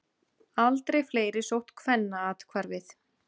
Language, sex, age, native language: Icelandic, female, 30-39, Icelandic